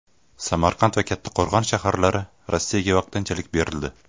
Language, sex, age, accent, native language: Uzbek, male, 18-24, Farg'ona, Uzbek